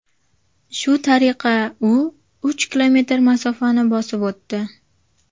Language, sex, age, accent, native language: Uzbek, female, 19-29, Jizzax, Uzbek